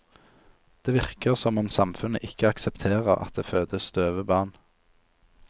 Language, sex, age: Norwegian, male, 27